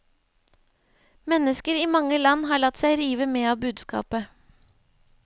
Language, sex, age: Norwegian, female, 25